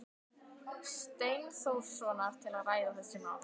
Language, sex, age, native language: Icelandic, female, 12, Icelandic